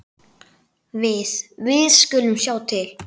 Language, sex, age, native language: Icelandic, male, 9, Icelandic